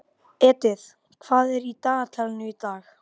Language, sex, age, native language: Icelandic, female, 12, Icelandic